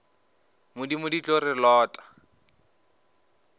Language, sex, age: Northern Sotho, male, 19